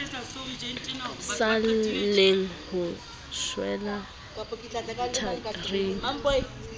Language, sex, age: Southern Sotho, female, 20